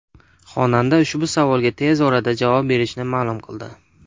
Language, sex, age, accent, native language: Uzbek, male, 19-29, Namangan, Uzbek